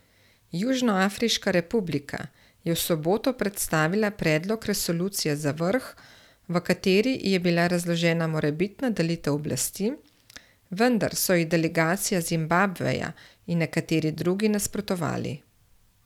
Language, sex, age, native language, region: Slovenian, female, 30-49, Slovenian, Central Slovenia